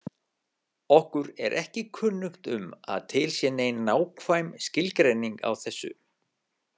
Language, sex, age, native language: Icelandic, male, 50-59, Icelandic